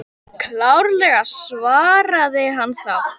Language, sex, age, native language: Icelandic, female, 18-19, Icelandic